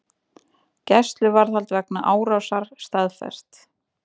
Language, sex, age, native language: Icelandic, female, 20-29, Icelandic